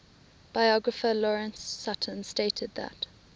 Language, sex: English, female